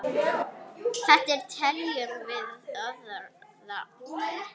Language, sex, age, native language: Icelandic, female, 10, Arabic